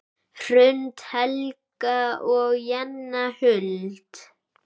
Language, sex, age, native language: Icelandic, male, 10, Icelandic